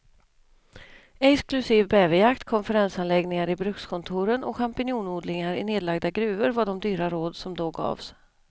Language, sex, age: Swedish, female, 32